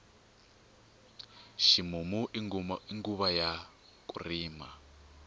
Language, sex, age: Tsonga, male, 24